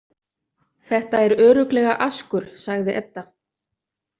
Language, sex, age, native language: Icelandic, other, 30-39, Icelandic